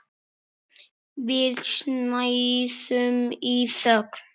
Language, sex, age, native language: Icelandic, male, 6, Icelandic